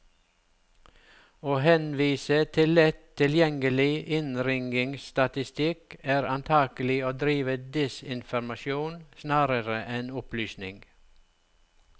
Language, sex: Norwegian, male